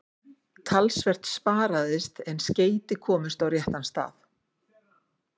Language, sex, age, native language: Icelandic, female, 50-59, Icelandic